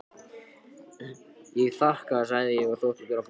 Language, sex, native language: Icelandic, other, Japanese